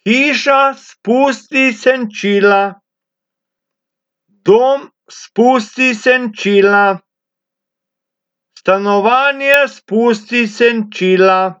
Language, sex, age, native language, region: Slovenian, male, 60+, Slovenian, Abroad